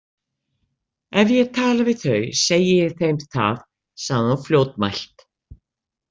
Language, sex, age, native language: Icelandic, female, 60-69, Icelandic